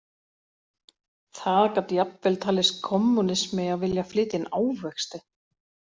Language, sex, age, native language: Icelandic, female, 40-49, Icelandic